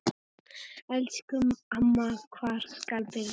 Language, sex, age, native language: Icelandic, male, 8, Icelandic